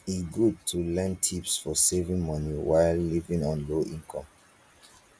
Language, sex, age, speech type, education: Nigerian Pidgin, male, 15-29, spontaneous, tertiary